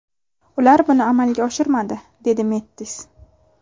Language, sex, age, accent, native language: Uzbek, female, 18-24, Samarqand, Uzbek